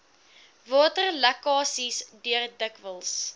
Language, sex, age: Afrikaans, female, 21